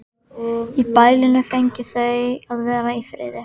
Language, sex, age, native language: Icelandic, female, 11, Icelandic